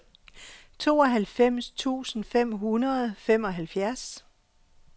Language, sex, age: Danish, female, 48